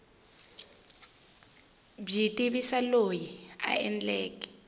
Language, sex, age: Tsonga, female, 20